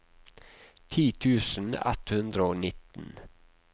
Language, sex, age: Norwegian, male, 48